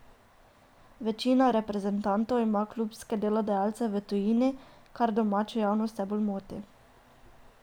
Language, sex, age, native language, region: Slovenian, female, 18-29, Slovenian, Drava region